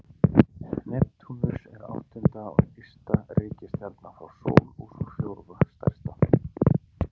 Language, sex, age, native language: Icelandic, male, 40-49, Icelandic